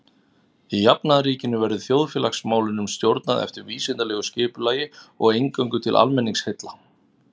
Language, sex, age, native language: Icelandic, male, 30-39, Icelandic